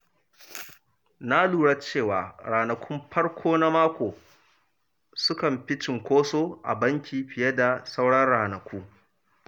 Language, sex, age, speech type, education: Hausa, male, 30-45, read, primary